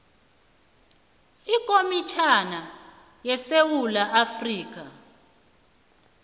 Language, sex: South Ndebele, female